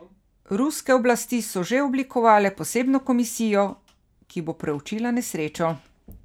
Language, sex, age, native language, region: Slovenian, female, 50-59, Slovenian, Carinthia region